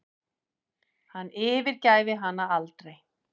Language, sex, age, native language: Icelandic, female, 40-49, Icelandic